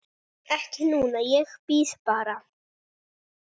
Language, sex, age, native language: Icelandic, female, 7, Icelandic